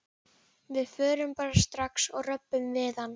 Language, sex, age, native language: Icelandic, female, 11, Icelandic